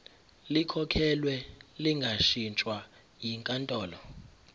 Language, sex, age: Zulu, male, 23